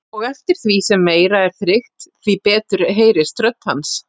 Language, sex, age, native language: Icelandic, female, 40-49, Icelandic